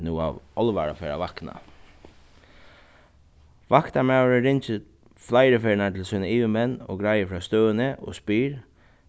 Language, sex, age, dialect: Faroese, male, 36-60, Suðuroy